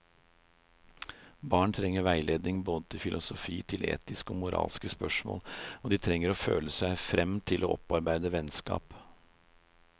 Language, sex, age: Norwegian, male, 56